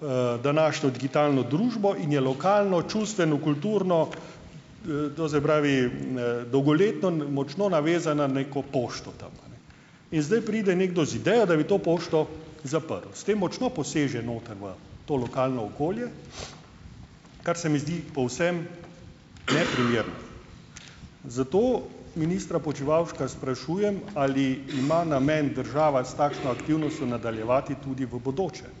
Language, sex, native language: Slovenian, male, Slovenian